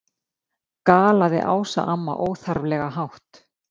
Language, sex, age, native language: Icelandic, female, 50-59, Icelandic